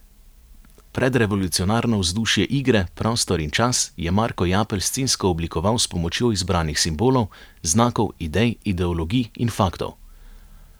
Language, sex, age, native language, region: Slovenian, male, 30-49, Slovenian, Savinja region